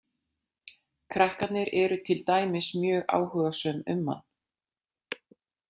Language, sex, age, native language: Icelandic, female, 40-49, Icelandic